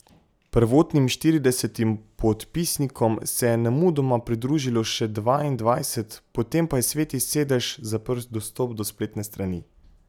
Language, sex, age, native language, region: Slovenian, male, 18-29, Slovenian, Pomurje region